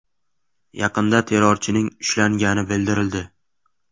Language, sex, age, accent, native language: Uzbek, male, 18-24, Samarqand, Uzbek